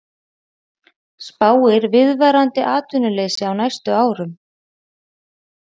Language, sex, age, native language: Icelandic, female, 40-49, Icelandic